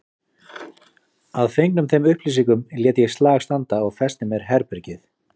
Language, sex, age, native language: Icelandic, male, 40-49, Icelandic